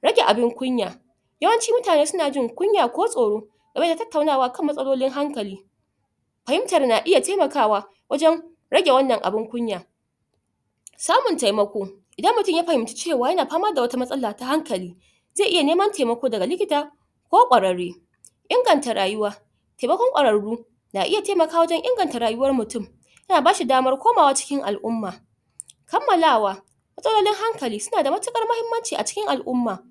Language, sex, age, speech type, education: Hausa, female, 30-45, spontaneous, tertiary